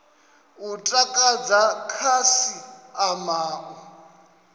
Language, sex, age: Venda, male, 27